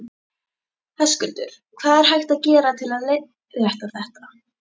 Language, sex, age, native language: Icelandic, female, 11, Icelandic